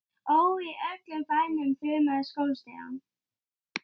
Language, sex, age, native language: Icelandic, male, 9, Icelandic